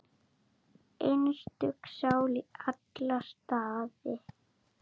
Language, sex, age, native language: Icelandic, female, 7, Icelandic